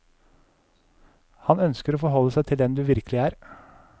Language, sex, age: Norwegian, male, 37